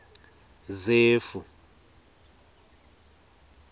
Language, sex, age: Swati, male, 20